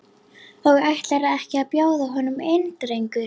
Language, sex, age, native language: Icelandic, female, 11, Icelandic